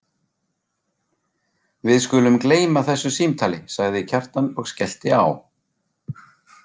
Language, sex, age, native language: Icelandic, male, 40-49, Icelandic